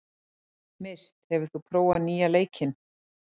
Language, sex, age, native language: Icelandic, female, 40-49, Icelandic